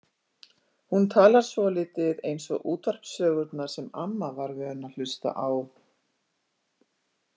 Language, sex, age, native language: Icelandic, female, 50-59, Icelandic